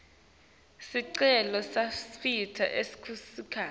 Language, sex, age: Swati, female, 19